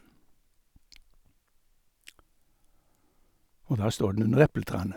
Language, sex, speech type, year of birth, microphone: Norwegian, male, spontaneous, 1952, Sennheiser